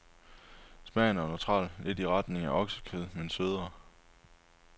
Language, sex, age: Danish, male, 23